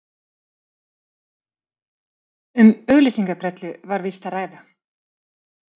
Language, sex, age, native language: Icelandic, female, 30-39, Icelandic